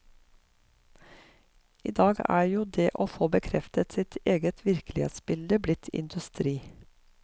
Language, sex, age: Norwegian, female, 54